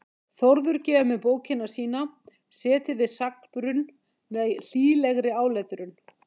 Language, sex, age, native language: Icelandic, female, 50-59, Icelandic